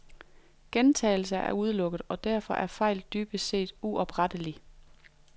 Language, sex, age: Danish, female, 42